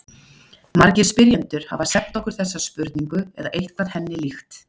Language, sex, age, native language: Icelandic, female, 40-49, Icelandic